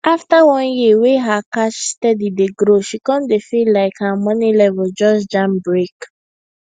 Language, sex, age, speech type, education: Nigerian Pidgin, female, 15-29, spontaneous, secondary